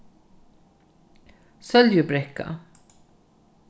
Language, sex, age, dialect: Faroese, female, 36-60, Norðurstreymoy/Eysturoy